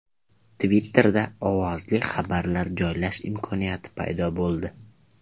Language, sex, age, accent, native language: Uzbek, male, 12-17, Jizzax, Uzbek